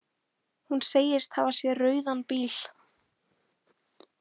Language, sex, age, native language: Icelandic, female, 18-19, Icelandic